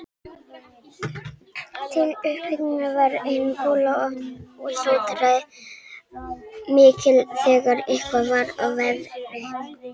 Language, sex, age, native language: Icelandic, female, 18-19, Icelandic